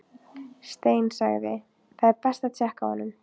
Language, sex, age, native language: Icelandic, female, 15, Icelandic